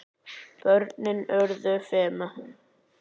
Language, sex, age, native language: Icelandic, male, 9, Icelandic